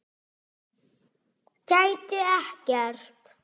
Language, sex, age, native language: Icelandic, male, 6, Icelandic